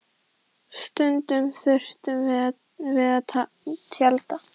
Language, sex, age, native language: Icelandic, female, 10, Icelandic